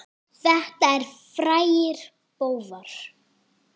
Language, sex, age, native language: Icelandic, female, 8, Icelandic